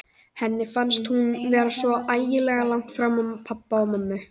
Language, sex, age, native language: Icelandic, female, 18-19, Icelandic